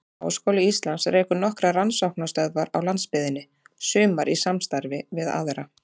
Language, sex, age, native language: Icelandic, female, 30-39, Icelandic